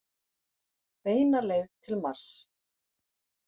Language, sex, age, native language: Icelandic, female, 40-49, Icelandic